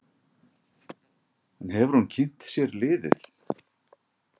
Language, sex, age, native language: Icelandic, male, 50-59, Icelandic